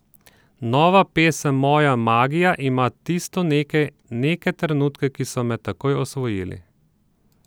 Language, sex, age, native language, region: Slovenian, male, 30-49, Slovenian, Southeast Slovenia